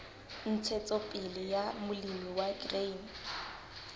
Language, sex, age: Southern Sotho, female, 19